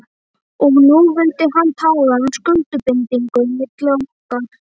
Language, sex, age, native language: Icelandic, female, 11, Icelandic